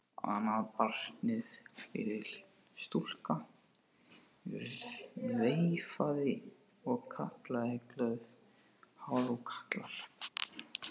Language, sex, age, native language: Icelandic, male, 18-19, Portuguese